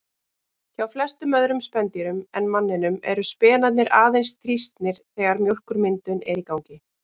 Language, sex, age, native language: Icelandic, female, 30-39, Icelandic